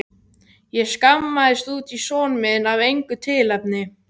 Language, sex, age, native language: Icelandic, male, 12, Icelandic